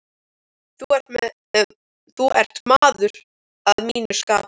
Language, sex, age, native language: Icelandic, male, 13, Icelandic